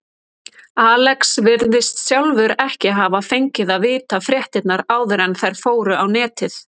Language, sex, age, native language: Icelandic, female, 30-39, Icelandic